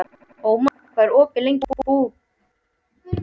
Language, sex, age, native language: Icelandic, male, 12, Icelandic